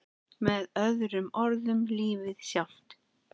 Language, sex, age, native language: Icelandic, female, 10, Icelandic